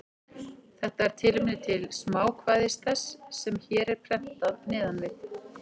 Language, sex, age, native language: Icelandic, female, 40-49, Icelandic